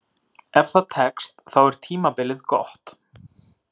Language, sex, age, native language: Icelandic, male, 30-39, Icelandic